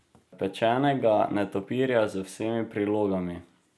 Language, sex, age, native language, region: Slovenian, male, 18-29, Slovenian, Drava region